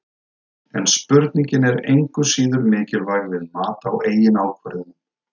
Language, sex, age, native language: Icelandic, male, 30-39, Icelandic